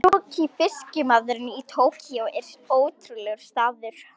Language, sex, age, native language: Icelandic, female, 18-19, Icelandic